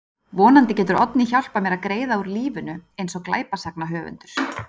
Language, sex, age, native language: Icelandic, female, 30-39, Icelandic